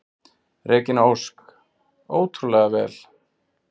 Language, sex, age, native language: Icelandic, male, 40-49, Icelandic